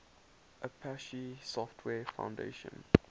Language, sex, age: English, male, 19